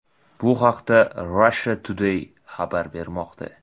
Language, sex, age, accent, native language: Uzbek, male, 18-24, Toshkent viloyati, Uzbek